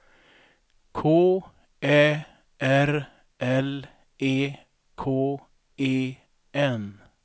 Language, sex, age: Swedish, male, 42